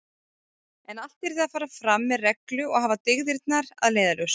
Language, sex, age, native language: Icelandic, female, 30-39, Icelandic